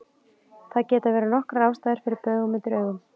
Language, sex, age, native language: Icelandic, female, 30-39, Icelandic